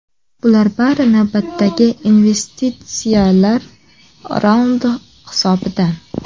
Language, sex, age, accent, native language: Uzbek, female, 18-24, Samarqand, Uzbek